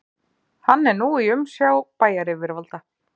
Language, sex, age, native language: Icelandic, female, 30-39, Icelandic